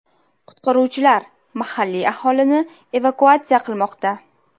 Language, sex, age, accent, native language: Uzbek, female, 25-34, Navoiy, Uzbek